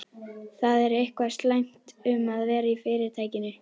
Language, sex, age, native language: Icelandic, female, 11, Icelandic